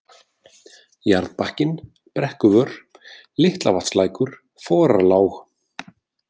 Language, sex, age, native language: Icelandic, male, 40-49, Icelandic